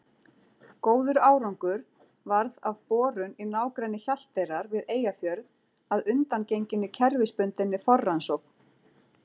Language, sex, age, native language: Icelandic, female, 40-49, Icelandic